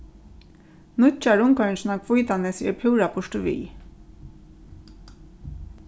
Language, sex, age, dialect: Faroese, female, 36-60, Norðurstreymoy/Eysturoy